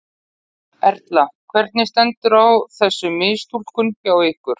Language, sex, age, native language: Icelandic, female, 40-49, Icelandic